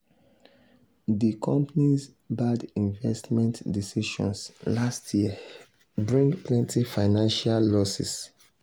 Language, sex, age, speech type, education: Nigerian Pidgin, male, 30-45, spontaneous, secondary